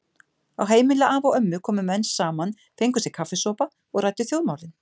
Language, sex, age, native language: Icelandic, female, 50-59, Icelandic